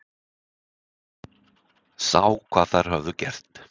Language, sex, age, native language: Icelandic, male, 60-69, Icelandic